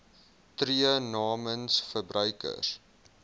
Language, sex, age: Afrikaans, male, 21